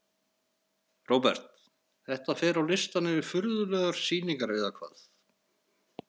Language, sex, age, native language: Icelandic, male, 40-49, Icelandic